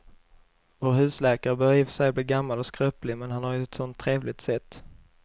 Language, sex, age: Swedish, male, 21